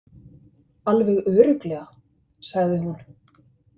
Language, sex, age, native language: Icelandic, male, 50-59, Icelandic